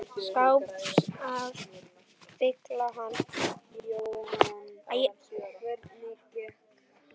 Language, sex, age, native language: Icelandic, male, 10, Icelandic